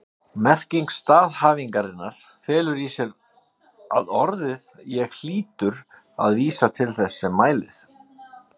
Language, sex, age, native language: Icelandic, male, 50-59, Icelandic